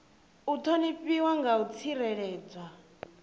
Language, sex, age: Venda, female, 24